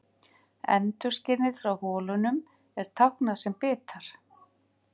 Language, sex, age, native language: Icelandic, female, 50-59, Icelandic